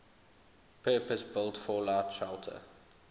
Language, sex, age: English, male, 21